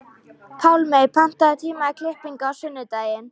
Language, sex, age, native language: Icelandic, female, 13, Icelandic